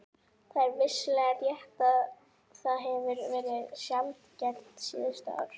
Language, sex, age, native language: Icelandic, female, 18-19, Icelandic